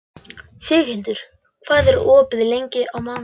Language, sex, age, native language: Icelandic, male, 11, Icelandic